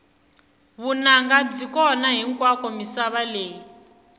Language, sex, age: Tsonga, female, 21